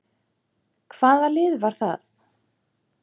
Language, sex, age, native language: Icelandic, male, 7, Icelandic